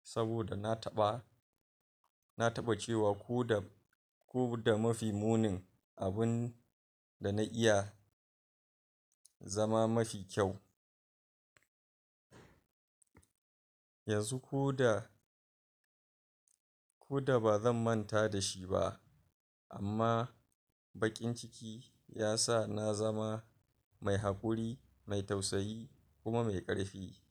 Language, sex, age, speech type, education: Hausa, male, 46-60, spontaneous, tertiary